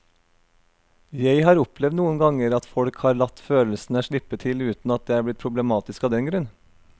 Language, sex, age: Norwegian, male, 32